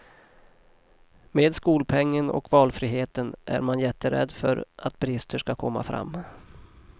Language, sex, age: Swedish, male, 40